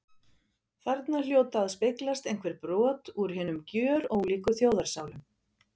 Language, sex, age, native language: Icelandic, female, 50-59, Icelandic